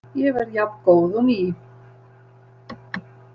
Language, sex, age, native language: Icelandic, female, 60-69, Icelandic